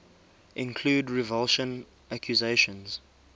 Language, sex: English, male